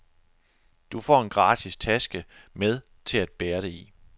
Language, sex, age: Danish, male, 42